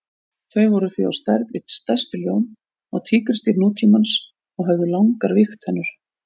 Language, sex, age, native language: Icelandic, female, 40-49, Icelandic